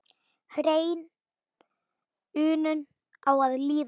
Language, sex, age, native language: Icelandic, male, 9, Icelandic